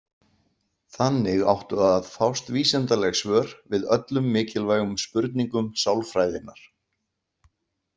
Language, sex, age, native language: Icelandic, male, 60-69, Icelandic